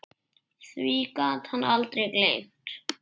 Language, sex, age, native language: Icelandic, male, 8, Icelandic